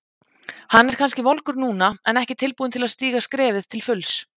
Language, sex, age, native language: Icelandic, female, 20-29, Icelandic